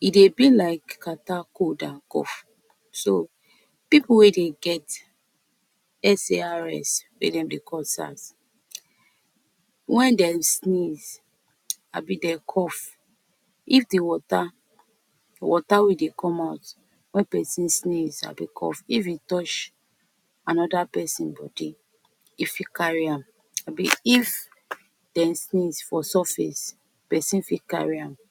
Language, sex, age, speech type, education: Nigerian Pidgin, female, 15-29, spontaneous, tertiary